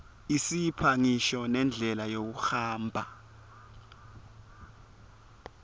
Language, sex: Swati, male